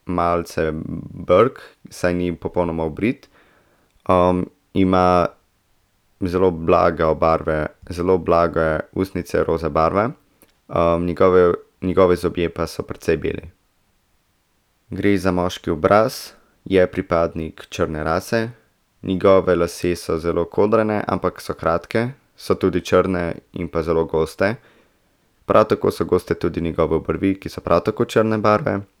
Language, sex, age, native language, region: Slovenian, male, 18-29, Slovenian, Central Slovenia